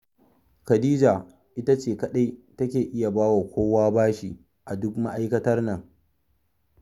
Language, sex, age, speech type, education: Hausa, male, 30-45, read, secondary